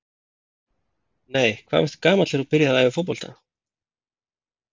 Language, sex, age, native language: Icelandic, male, 30-39, Icelandic